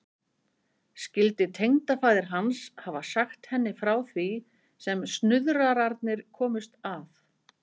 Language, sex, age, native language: Icelandic, female, 50-59, Icelandic